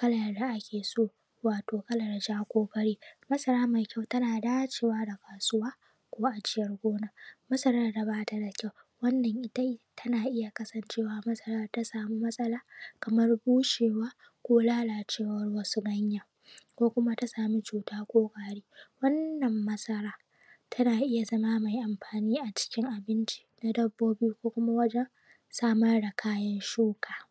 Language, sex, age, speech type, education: Hausa, female, 15-29, spontaneous, primary